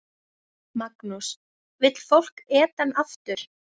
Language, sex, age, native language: Icelandic, female, 6, Icelandic